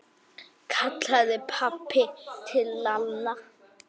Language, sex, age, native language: Icelandic, male, 10, Icelandic